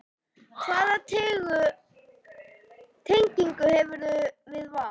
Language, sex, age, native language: Icelandic, female, 9, Icelandic